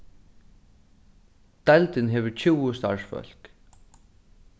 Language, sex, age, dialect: Faroese, male, 15-35, Suðurstreymoy